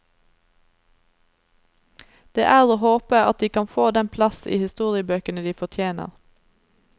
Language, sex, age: Norwegian, female, 27